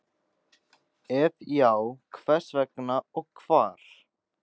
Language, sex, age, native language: Icelandic, male, 14, Icelandic